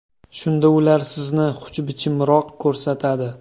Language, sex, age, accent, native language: Uzbek, male, 25-34, Toshkent viloyati, Uzbek